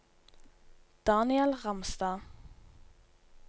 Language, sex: Norwegian, female